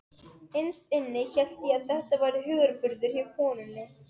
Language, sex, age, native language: Icelandic, female, 12, Serbo-Croatian